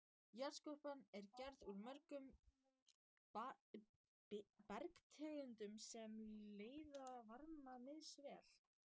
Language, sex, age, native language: Icelandic, female, 14, Icelandic